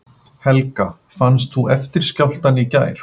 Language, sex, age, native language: Icelandic, male, 50-59, Icelandic